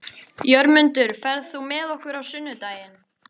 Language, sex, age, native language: Icelandic, female, 13, Icelandic